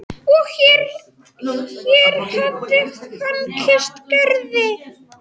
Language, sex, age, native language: Icelandic, male, 40-49, Polish